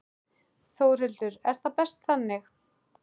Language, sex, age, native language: Icelandic, male, 11, Icelandic